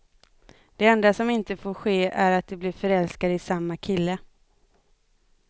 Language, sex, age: Swedish, female, 25